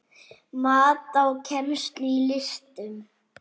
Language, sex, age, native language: Icelandic, male, 8, Icelandic